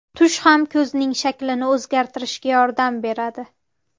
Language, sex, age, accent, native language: Uzbek, female, 18-24, Farg'ona, Uzbek